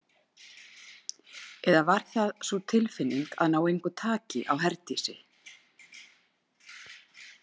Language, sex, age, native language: Icelandic, female, 50-59, Icelandic